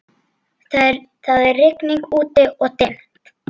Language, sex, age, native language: Icelandic, female, 8, Icelandic